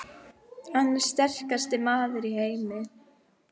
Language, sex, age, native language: Icelandic, female, 11, Icelandic